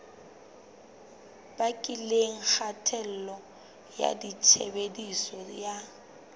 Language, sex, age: Southern Sotho, female, 23